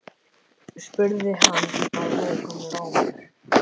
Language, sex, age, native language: Icelandic, male, 10, Icelandic